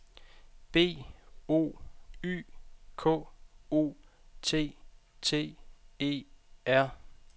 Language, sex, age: Danish, male, 32